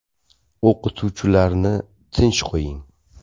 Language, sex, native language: Uzbek, male, Uzbek